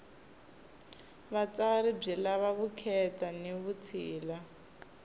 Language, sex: Tsonga, female